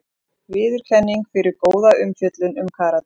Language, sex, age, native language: Icelandic, female, 40-49, Icelandic